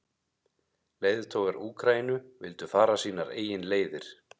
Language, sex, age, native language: Icelandic, male, 30-39, Icelandic